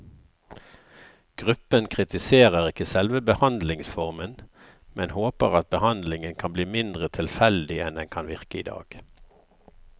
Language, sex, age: Norwegian, male, 54